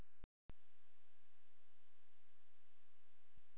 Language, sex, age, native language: Icelandic, male, 13, Icelandic